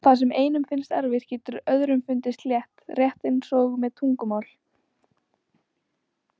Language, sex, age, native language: Icelandic, female, 18-19, Icelandic